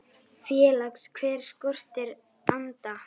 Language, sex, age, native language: Icelandic, female, 10, Icelandic